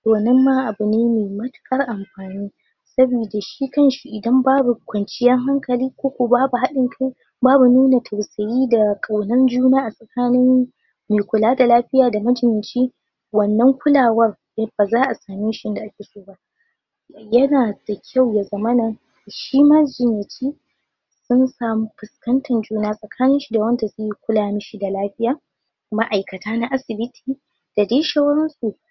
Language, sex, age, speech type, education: Hausa, female, 15-29, spontaneous, tertiary